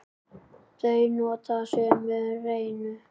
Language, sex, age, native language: Icelandic, male, 10, Icelandic